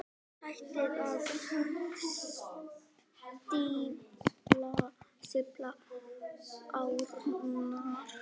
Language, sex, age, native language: Icelandic, female, 9, Icelandic